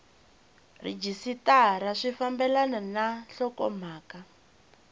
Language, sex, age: Tsonga, female, 20